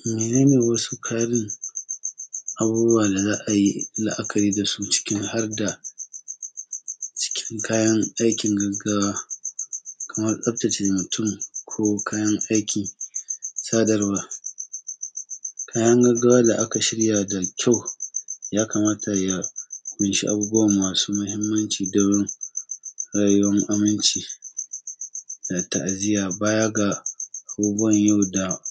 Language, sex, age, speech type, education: Hausa, male, 30-45, spontaneous, tertiary